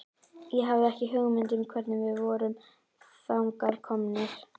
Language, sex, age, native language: Icelandic, female, 11, Icelandic